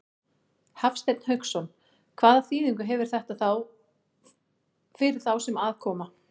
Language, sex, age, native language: Icelandic, female, 40-49, Icelandic